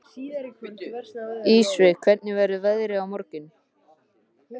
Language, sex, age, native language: Icelandic, male, 13, Icelandic